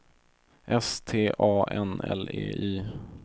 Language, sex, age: Swedish, male, 22